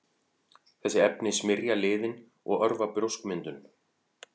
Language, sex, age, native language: Icelandic, male, 40-49, Icelandic